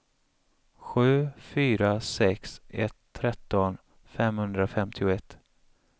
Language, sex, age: Swedish, male, 35